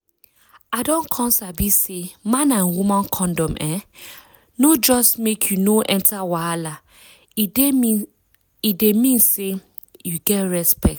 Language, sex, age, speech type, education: Nigerian Pidgin, female, 15-29, spontaneous, tertiary